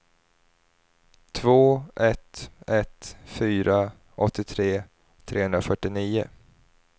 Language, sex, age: Swedish, male, 30